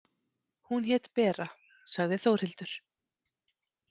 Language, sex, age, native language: Icelandic, female, 30-39, Icelandic